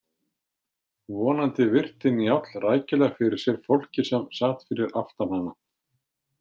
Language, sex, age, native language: Icelandic, male, 50-59, Icelandic